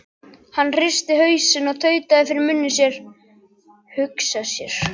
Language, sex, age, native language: Icelandic, other, 12, Icelandic